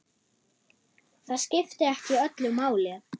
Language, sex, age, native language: Icelandic, female, 9, German